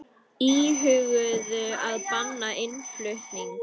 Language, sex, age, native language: Icelandic, female, 50-59, Icelandic